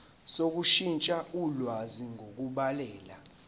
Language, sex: Zulu, male